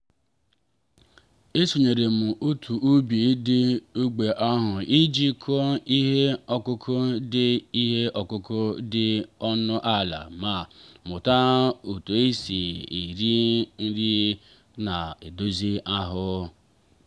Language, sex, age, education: Igbo, male, 30-45, tertiary